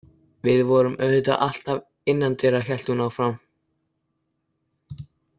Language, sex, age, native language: Icelandic, male, 18-19, Icelandic